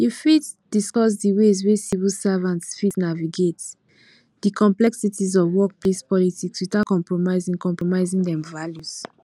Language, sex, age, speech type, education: Nigerian Pidgin, female, 15-29, spontaneous, tertiary